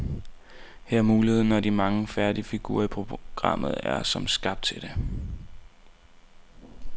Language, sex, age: Danish, male, 19